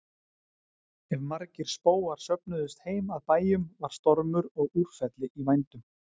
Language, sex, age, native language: Icelandic, male, 40-49, Icelandic